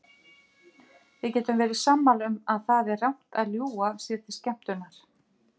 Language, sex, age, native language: Icelandic, female, 50-59, Icelandic